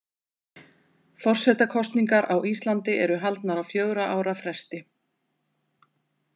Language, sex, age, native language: Icelandic, female, 40-49, Icelandic